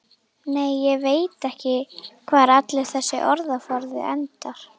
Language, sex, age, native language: Icelandic, female, 11, Icelandic